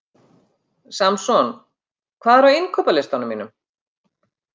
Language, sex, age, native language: Icelandic, female, 50-59, Icelandic